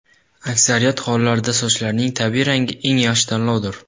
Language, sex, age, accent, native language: Uzbek, male, under 19, Qashqadaryo, Uzbek